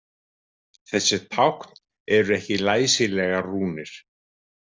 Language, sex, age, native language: Icelandic, male, 50-59, Icelandic